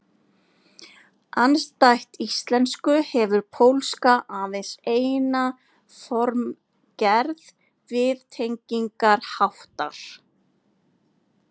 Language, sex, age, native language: Icelandic, female, 40-49, Icelandic